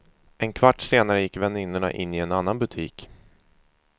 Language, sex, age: Swedish, male, 24